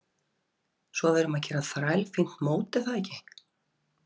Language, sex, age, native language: Icelandic, female, 40-49, Icelandic